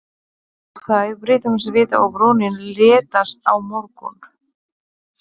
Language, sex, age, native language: Icelandic, female, 30-39, Polish